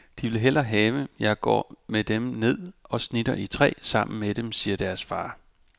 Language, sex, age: Danish, male, 34